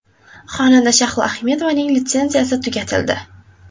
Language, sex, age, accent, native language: Uzbek, female, 18-24, Buxoro, Uzbek